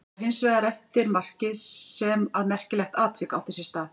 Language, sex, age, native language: Icelandic, female, 40-49, Icelandic